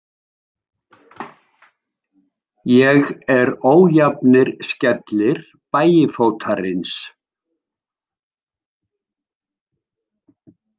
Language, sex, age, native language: Icelandic, male, 70-79, Icelandic